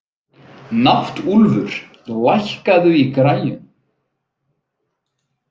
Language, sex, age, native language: Icelandic, male, 30-39, Icelandic